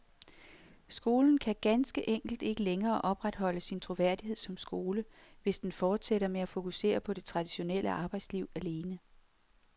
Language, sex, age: Danish, female, 46